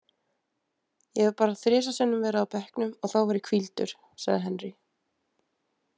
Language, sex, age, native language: Icelandic, female, 20-29, Icelandic